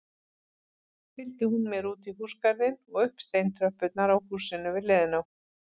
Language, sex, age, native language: Icelandic, female, 40-49, Icelandic